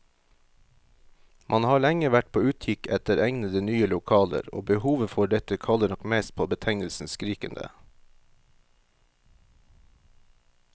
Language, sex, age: Norwegian, male, 38